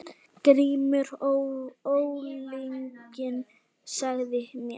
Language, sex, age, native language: Icelandic, female, 9, Icelandic